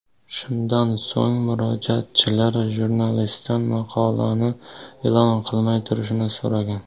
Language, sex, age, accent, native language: Uzbek, male, 19-29, Samarqand, Uzbek